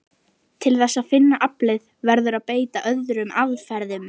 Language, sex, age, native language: Icelandic, female, 11, Icelandic